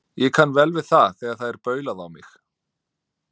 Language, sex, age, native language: Icelandic, male, 30-39, Icelandic